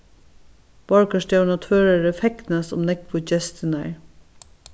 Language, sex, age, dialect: Faroese, female, 61+, Norðurstreymoy/Eysturoy